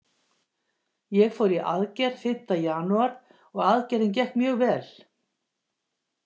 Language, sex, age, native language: Icelandic, female, 50-59, Icelandic